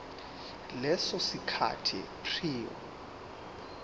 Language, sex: Zulu, male